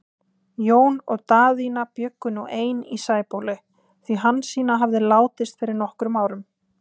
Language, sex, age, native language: Icelandic, female, 20-29, Icelandic